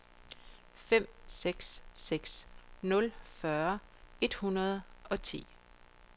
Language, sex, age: Danish, female, 42